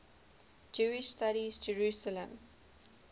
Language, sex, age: English, female, 19